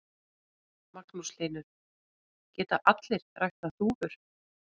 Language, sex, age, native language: Icelandic, female, 40-49, Icelandic